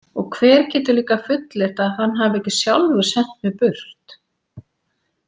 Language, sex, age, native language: Icelandic, female, 40-49, Icelandic